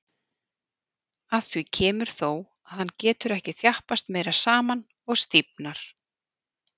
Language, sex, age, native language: Icelandic, female, 40-49, Icelandic